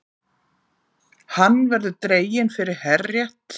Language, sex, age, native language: Icelandic, female, 40-49, Icelandic